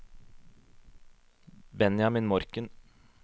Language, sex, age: Norwegian, male, 26